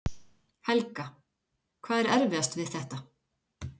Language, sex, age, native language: Icelandic, female, 40-49, Icelandic